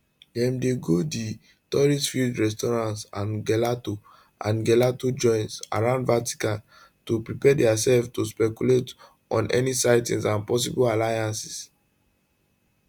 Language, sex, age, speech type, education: Nigerian Pidgin, male, 15-29, spontaneous, tertiary